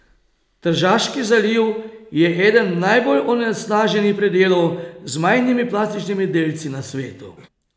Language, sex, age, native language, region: Slovenian, male, 30-49, Slovenian, Posavska region